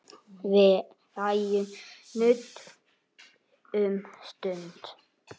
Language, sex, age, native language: Icelandic, male, 8, Icelandic